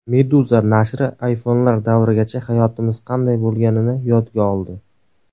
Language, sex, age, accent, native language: Uzbek, male, 19-29, Surxondaryo, Uzbek